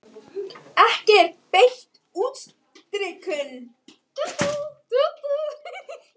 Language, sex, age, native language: Icelandic, female, 18-19, Icelandic